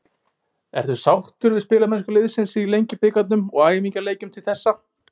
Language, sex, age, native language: Icelandic, male, 18-19, Icelandic